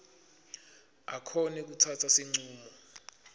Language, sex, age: Swati, male, 25